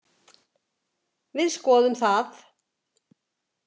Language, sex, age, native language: Icelandic, female, 70-79, Icelandic